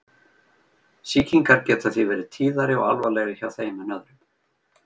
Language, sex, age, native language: Icelandic, male, 50-59, Icelandic